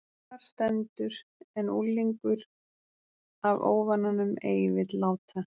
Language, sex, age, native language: Icelandic, female, 30-39, Icelandic